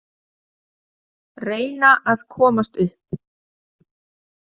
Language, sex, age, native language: Icelandic, female, 50-59, Icelandic